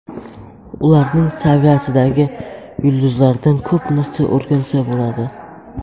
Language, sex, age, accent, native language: Uzbek, male, under 19, Samarqand, Uzbek